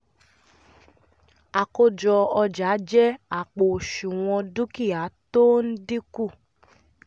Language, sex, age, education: Yoruba, female, 15-29, tertiary